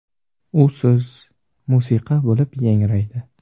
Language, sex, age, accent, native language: Uzbek, male, under 19, Jizzax, Uzbek